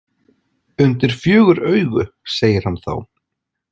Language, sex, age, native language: Icelandic, male, 40-49, Icelandic